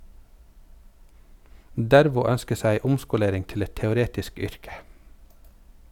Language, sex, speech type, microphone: Norwegian, male, read, Sennheiser